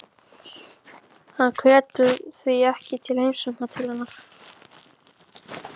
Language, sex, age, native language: Icelandic, male, 14, Icelandic